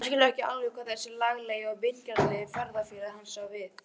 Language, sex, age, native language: Icelandic, female, 16, Icelandic